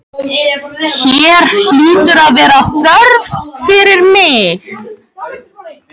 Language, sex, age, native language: Icelandic, male, 13, Icelandic